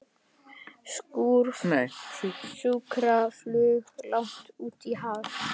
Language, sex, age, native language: Icelandic, other, 60-69, Icelandic